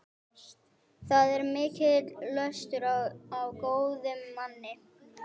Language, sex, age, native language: Icelandic, female, 11, Icelandic